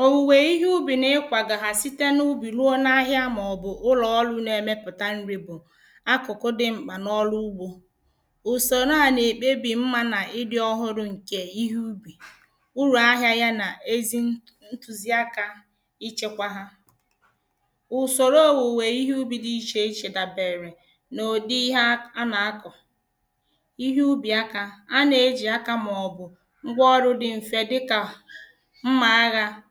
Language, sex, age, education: Igbo, female, 30-45, primary